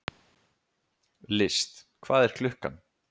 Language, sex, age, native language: Icelandic, male, 20-29, Icelandic